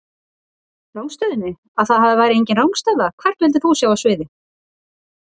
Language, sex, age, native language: Icelandic, female, 40-49, Icelandic